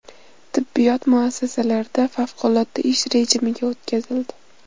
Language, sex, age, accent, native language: Uzbek, female, 18-24, Namangan, Uzbek